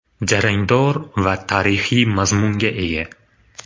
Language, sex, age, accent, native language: Uzbek, male, 25-34, Farg'ona, Uzbek